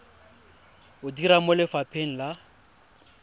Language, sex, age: Tswana, male, 20